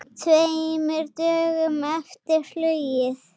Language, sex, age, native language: Icelandic, female, 6, Icelandic